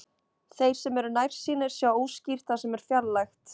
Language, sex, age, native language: Icelandic, female, 20-29, Icelandic